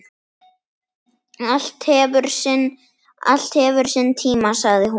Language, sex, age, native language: Icelandic, female, 10, Icelandic